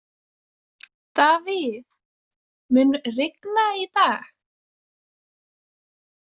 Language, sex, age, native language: Icelandic, female, 20-29, Icelandic